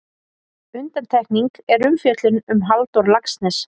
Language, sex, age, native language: Icelandic, female, 40-49, Icelandic